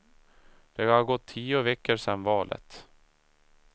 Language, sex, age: Swedish, male, 37